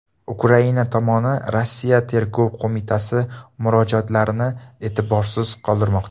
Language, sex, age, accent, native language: Uzbek, male, 19-29, Toshkent viloyati, Uzbek